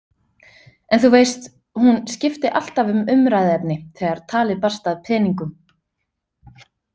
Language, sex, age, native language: Icelandic, female, 30-39, Icelandic